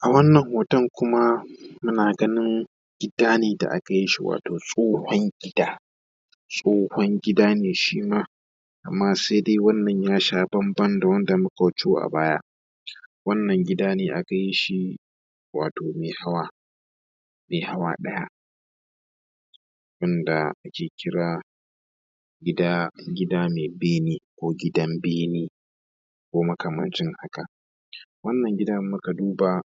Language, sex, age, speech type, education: Hausa, male, 15-29, spontaneous, tertiary